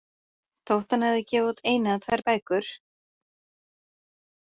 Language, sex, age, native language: Icelandic, female, 30-39, Icelandic